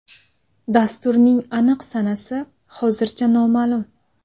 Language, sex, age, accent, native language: Uzbek, female, 19-29, Sirdaryo, Uzbek